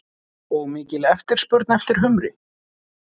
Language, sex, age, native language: Icelandic, male, 40-49, Icelandic